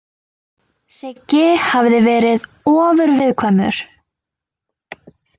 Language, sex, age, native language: Icelandic, female, 20-29, Icelandic